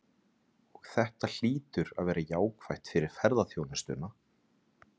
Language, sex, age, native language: Icelandic, male, 30-39, Icelandic